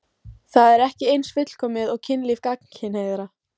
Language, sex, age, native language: Icelandic, female, 14, Icelandic